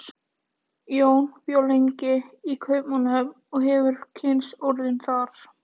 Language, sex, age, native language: Icelandic, female, 18-19, Icelandic